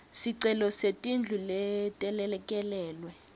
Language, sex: Swati, female